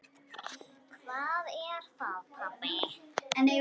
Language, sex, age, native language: Icelandic, female, 10, Icelandic